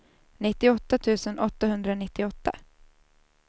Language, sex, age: Swedish, female, 27